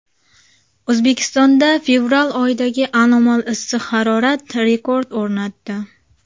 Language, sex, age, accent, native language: Uzbek, female, 19-29, Jizzax, Uzbek